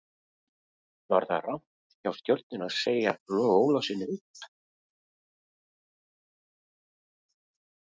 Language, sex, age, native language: Icelandic, male, 50-59, Icelandic